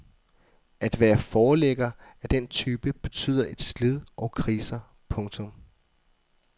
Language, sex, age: Danish, male, 24